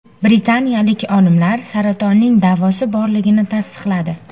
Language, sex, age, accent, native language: Uzbek, female, 18-24, Sirdaryo, Uzbek